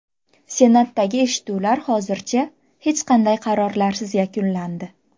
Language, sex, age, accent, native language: Uzbek, female, 18-24, Farg'ona, Uzbek